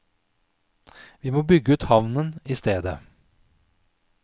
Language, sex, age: Norwegian, male, 46